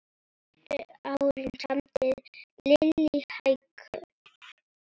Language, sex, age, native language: Icelandic, female, 9, Icelandic